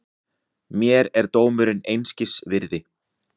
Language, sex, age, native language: Icelandic, male, 40-49, Icelandic